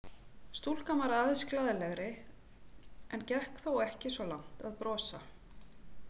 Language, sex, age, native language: Icelandic, female, 40-49, Icelandic